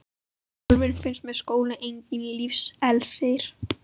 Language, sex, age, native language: Icelandic, female, 12, Icelandic